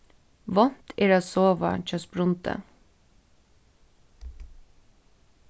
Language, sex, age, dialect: Faroese, female, 15-35, Suðurstreymoy